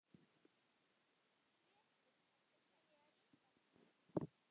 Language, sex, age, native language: Icelandic, male, 10, Icelandic